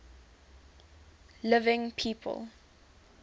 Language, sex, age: English, female, 19